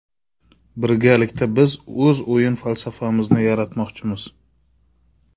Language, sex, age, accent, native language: Uzbek, male, 25-34, Navoiy, Uzbek